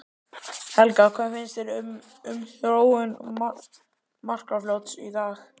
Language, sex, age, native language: Icelandic, male, 12, Icelandic